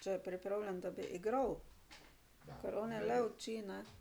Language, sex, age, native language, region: Slovenian, female, 60+, Slovenian, Drava region